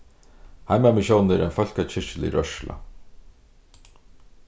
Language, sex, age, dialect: Faroese, male, 36-60, Suðurstreymoy